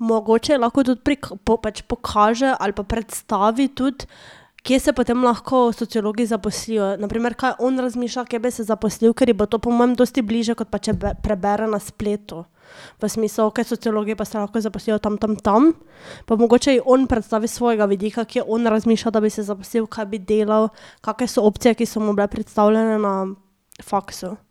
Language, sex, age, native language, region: Slovenian, female, 18-29, Slovenian, Drava region